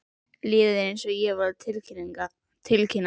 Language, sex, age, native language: Icelandic, female, 11, Icelandic